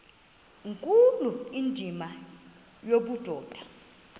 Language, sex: Xhosa, female